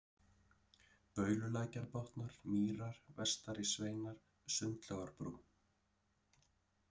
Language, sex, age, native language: Icelandic, male, 30-39, Icelandic